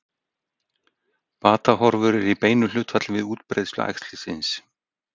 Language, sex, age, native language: Icelandic, male, 60-69, Icelandic